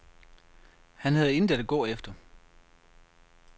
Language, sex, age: Danish, male, 33